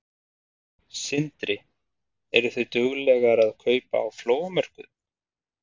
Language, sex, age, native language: Icelandic, male, 30-39, Icelandic